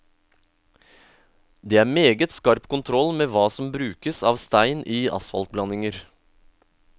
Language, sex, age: Norwegian, male, 31